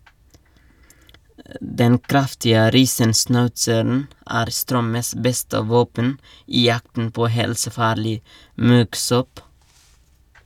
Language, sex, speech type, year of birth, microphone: Norwegian, male, read, 1989, Shure